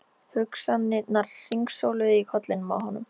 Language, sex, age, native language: Icelandic, female, 13, Icelandic